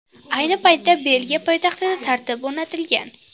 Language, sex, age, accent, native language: Uzbek, female, 12-17, Samarqand, Uzbek